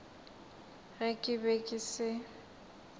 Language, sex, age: Northern Sotho, female, 22